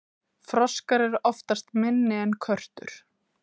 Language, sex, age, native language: Icelandic, female, 30-39, Icelandic